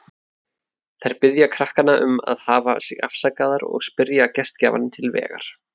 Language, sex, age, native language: Icelandic, male, 30-39, Icelandic